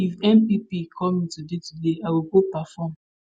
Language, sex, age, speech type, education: Nigerian Pidgin, female, 15-29, spontaneous, tertiary